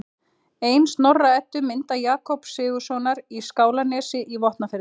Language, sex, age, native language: Icelandic, female, 30-39, Icelandic